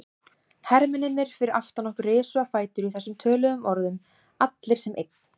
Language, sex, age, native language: Icelandic, female, 18-19, Icelandic